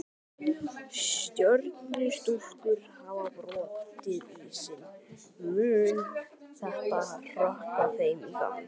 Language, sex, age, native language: Icelandic, male, 12, Icelandic